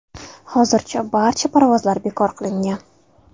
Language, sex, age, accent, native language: Uzbek, female, 19-29, Toshkent shahri, Uzbek